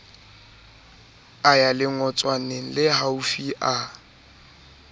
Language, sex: Southern Sotho, male